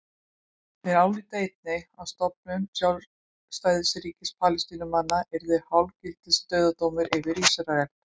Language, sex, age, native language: Icelandic, female, 20-29, Icelandic